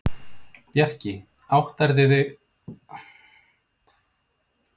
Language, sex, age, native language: Icelandic, male, 50-59, Icelandic